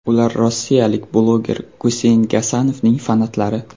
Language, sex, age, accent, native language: Uzbek, male, 18-24, Surxondaryo, Uzbek